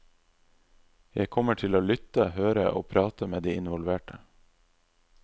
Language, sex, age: Norwegian, male, 26